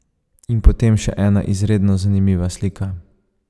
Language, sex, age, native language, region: Slovenian, male, 30-49, Slovenian, Savinja region